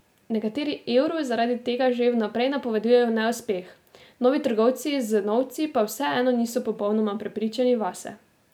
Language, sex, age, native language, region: Slovenian, female, 18-29, Slovenian, Drava region